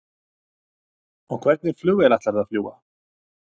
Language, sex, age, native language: Icelandic, male, 30-39, Icelandic